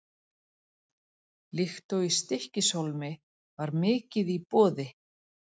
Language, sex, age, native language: Icelandic, female, 40-49, Icelandic